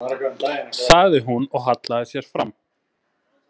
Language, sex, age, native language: Icelandic, male, 20-29, Icelandic